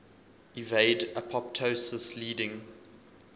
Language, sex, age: English, male, 20